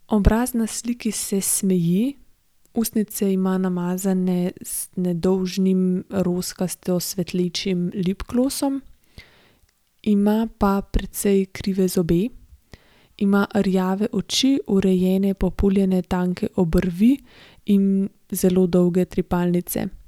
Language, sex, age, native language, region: Slovenian, female, 18-29, Slovenian, Gorenjska region